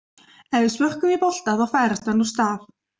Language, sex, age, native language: Icelandic, other, 20-29, Icelandic